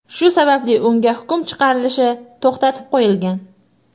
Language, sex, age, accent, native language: Uzbek, female, 18-24, Toshkent shahri, Uzbek